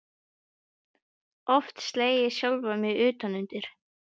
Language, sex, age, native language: Icelandic, male, 12, Icelandic